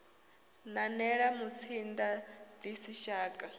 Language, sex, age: Venda, female, 22